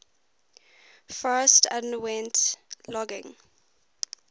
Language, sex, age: English, female, 19